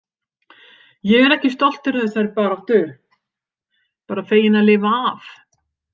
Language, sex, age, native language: Icelandic, female, 50-59, Icelandic